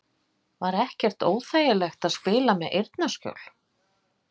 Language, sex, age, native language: Icelandic, female, 50-59, Icelandic